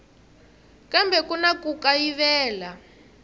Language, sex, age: Tsonga, female, 23